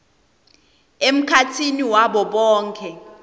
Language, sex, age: Swati, female, 20